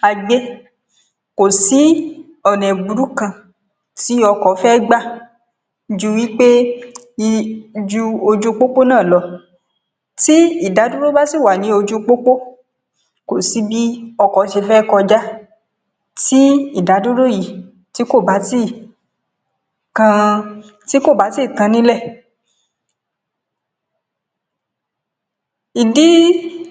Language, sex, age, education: Yoruba, female, 46-60, secondary